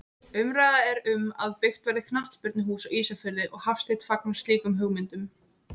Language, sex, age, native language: Icelandic, female, 18-19, Icelandic